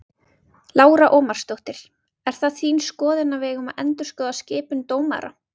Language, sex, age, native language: Icelandic, female, 20-29, Icelandic